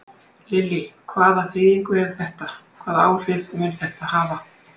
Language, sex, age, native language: Icelandic, female, 60-69, Icelandic